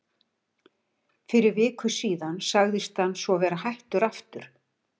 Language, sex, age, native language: Icelandic, female, 60-69, Icelandic